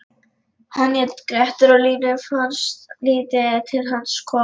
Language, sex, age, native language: Icelandic, female, 11, Lithuanian